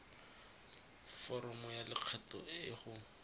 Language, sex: Tswana, male